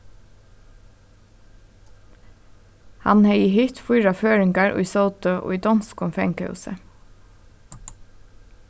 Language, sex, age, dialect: Faroese, female, 15-35, Suðurstreymoy